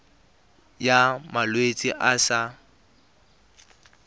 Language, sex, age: Tswana, male, 23